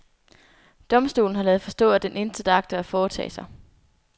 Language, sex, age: Danish, female, 24